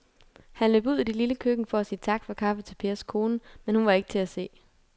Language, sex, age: Danish, female, 22